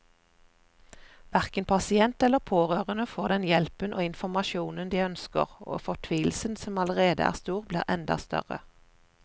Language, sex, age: Norwegian, female, 41